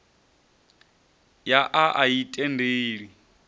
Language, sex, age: Venda, male, 30